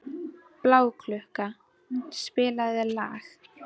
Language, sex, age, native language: Icelandic, female, 12, Icelandic